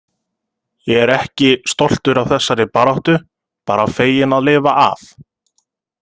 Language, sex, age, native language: Icelandic, male, 30-39, Icelandic